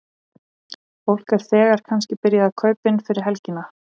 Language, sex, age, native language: Icelandic, female, 30-39, Icelandic